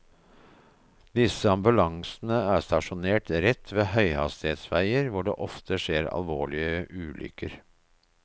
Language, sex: Norwegian, male